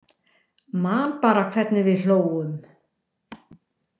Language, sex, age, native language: Icelandic, female, 60-69, Icelandic